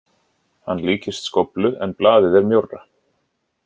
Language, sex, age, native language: Icelandic, male, 40-49, Icelandic